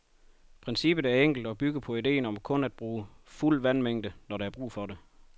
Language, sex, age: Danish, male, 31